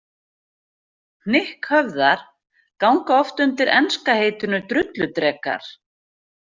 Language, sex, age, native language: Icelandic, female, 40-49, Icelandic